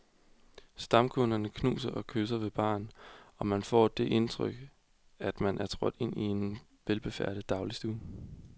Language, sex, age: Danish, male, 20